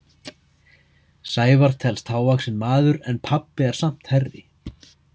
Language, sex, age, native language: Icelandic, male, 30-39, Icelandic